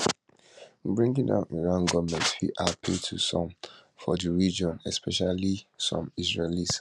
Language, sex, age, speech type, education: Nigerian Pidgin, male, 15-29, spontaneous, tertiary